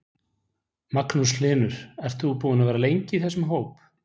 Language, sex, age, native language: Icelandic, male, 40-49, Icelandic